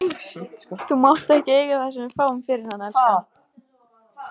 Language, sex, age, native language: Icelandic, female, 14, Icelandic